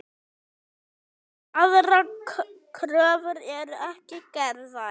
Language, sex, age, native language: Icelandic, female, 9, Icelandic